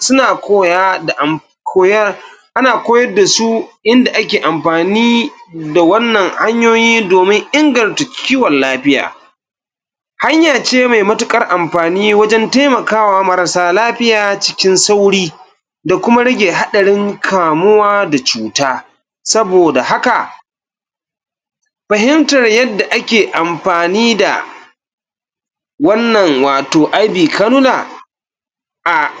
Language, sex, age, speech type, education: Hausa, male, 46-60, spontaneous, tertiary